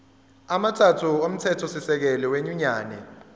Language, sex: Zulu, female